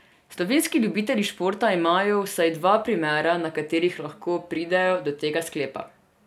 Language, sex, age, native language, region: Slovenian, female, 18-29, Serbian, Drava region